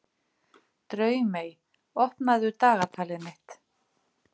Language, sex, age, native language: Icelandic, female, 50-59, Icelandic